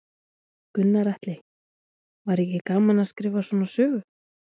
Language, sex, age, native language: Icelandic, female, 20-29, Icelandic